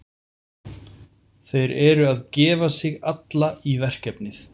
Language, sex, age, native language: Icelandic, male, 40-49, Icelandic